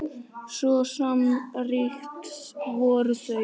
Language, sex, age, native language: Icelandic, male, 10, Icelandic